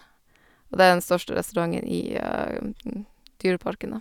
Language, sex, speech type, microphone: Norwegian, female, spontaneous, Sennheiser